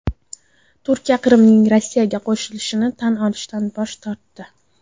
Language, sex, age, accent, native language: Uzbek, female, under 19, Toshkent viloyati, Uzbek